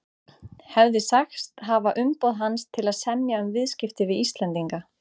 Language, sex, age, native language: Icelandic, female, 30-39, Icelandic